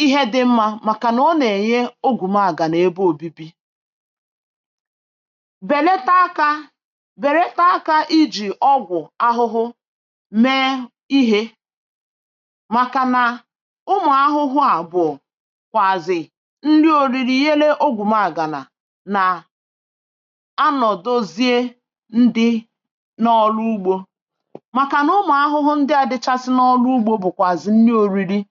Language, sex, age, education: Igbo, female, 46-60, tertiary